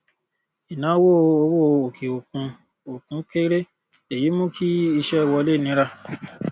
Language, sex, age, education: Yoruba, male, 30-45, tertiary